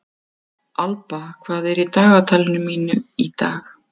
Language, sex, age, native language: Icelandic, female, 50-59, Icelandic